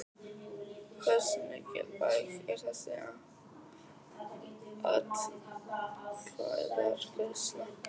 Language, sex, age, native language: Icelandic, male, 11, Icelandic